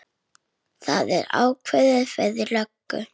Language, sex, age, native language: Icelandic, male, 8, Icelandic